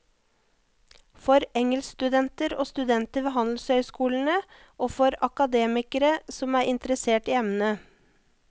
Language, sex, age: Norwegian, female, 34